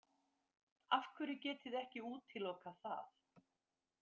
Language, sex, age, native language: Icelandic, female, 50-59, Icelandic